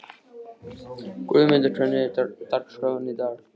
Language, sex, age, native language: Icelandic, male, 13, Icelandic